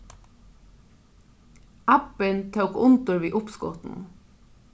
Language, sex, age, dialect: Faroese, female, 36-60, Norðurstreymoy/Eysturoy